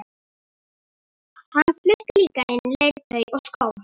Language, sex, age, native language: Icelandic, female, 11, Icelandic